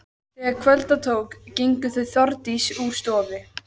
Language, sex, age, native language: Icelandic, female, 14, Icelandic